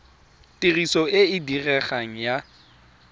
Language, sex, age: Tswana, male, 23